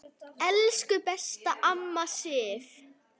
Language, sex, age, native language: Icelandic, male, 8, Icelandic